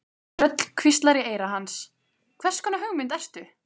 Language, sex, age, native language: Icelandic, female, 15, Icelandic